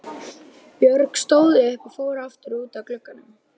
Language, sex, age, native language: Icelandic, female, 12, Icelandic